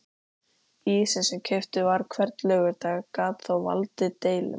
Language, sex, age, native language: Icelandic, female, 13, Icelandic